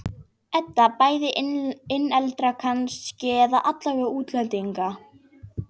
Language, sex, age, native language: Icelandic, female, 11, Icelandic